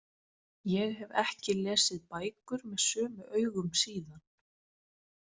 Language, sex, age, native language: Icelandic, female, 20-29, Icelandic